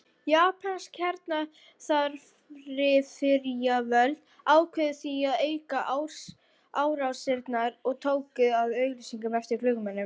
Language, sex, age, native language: Icelandic, female, 40-49, Icelandic